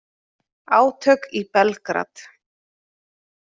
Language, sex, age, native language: Icelandic, female, 30-39, Icelandic